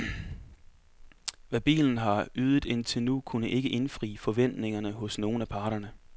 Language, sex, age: Danish, male, 24